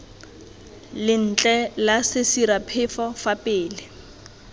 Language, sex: Tswana, female